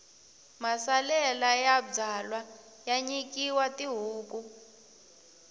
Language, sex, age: Tsonga, female, 18